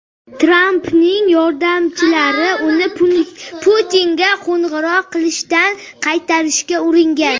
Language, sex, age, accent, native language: Uzbek, male, under 19, Samarqand, Uzbek